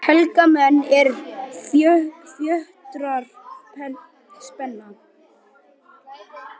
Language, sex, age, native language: Icelandic, male, 10, Icelandic